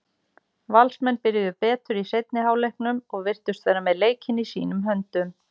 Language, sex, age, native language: Icelandic, female, 40-49, Icelandic